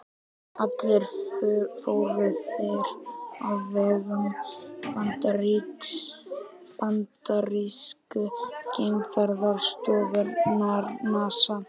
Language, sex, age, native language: Icelandic, female, 50-59, Icelandic